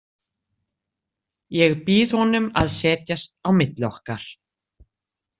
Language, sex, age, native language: Icelandic, female, 60-69, Icelandic